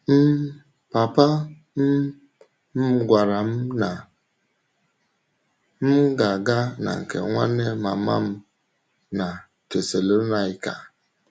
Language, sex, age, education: Igbo, male, 30-45, tertiary